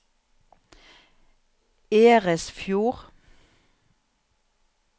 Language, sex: Norwegian, female